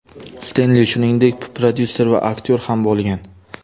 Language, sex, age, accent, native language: Uzbek, male, 18-24, Jizzax, Uzbek